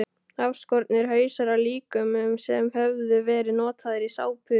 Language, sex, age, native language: Icelandic, male, 12, Icelandic